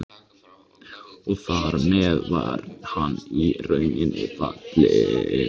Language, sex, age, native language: Icelandic, male, 15, Icelandic